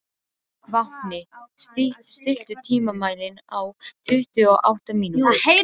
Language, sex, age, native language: Icelandic, female, 12, Icelandic